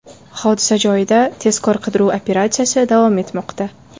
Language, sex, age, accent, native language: Uzbek, female, 25-34, Farg'ona, Uzbek